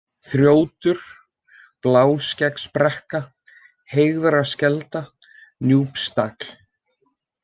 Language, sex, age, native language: Icelandic, male, 20-29, Icelandic